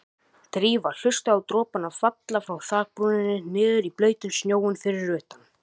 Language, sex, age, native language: Icelandic, male, 18-19, Icelandic